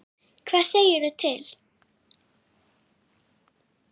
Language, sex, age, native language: Icelandic, female, 9, Icelandic